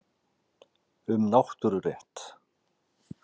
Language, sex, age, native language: Icelandic, male, 40-49, Icelandic